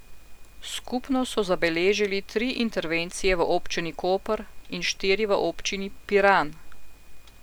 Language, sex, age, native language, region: Slovenian, female, 50-59, Slovenian, Central Slovenia